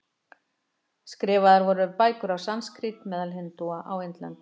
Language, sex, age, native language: Icelandic, female, 50-59, Icelandic